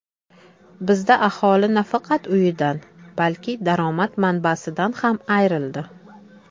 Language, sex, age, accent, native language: Uzbek, female, 30-39, Toshkent shahri, Uzbek